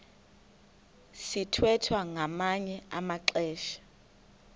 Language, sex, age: Xhosa, female, 21